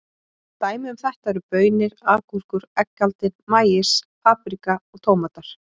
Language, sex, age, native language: Icelandic, female, 20-29, Icelandic